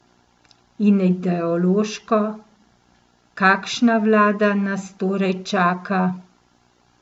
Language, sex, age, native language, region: Slovenian, female, 50-59, Slovenian, Central Slovenia